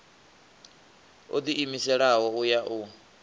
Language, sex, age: Venda, male, 24